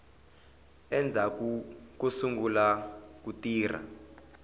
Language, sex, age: Tsonga, male, 21